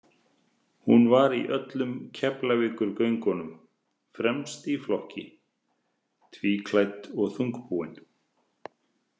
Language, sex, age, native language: Icelandic, male, 30-39, Icelandic